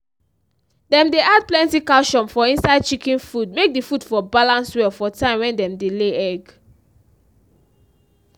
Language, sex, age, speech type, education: Nigerian Pidgin, female, 15-29, spontaneous, tertiary